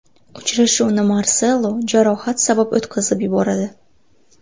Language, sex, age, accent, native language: Uzbek, female, 19-29, Buxoro, Uzbek